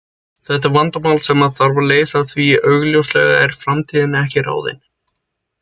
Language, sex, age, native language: Icelandic, male, 20-29, Icelandic